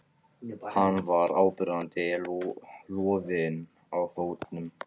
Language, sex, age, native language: Icelandic, male, 14, Icelandic